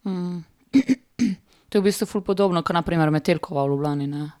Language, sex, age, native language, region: Slovenian, female, 30-49, Slovenian, Primorsko-notranjska region